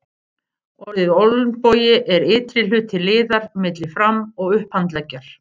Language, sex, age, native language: Icelandic, female, 50-59, Icelandic